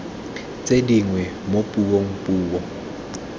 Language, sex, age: Tswana, male, 22